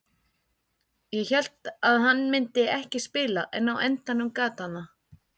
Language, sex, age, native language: Icelandic, female, 50-59, Icelandic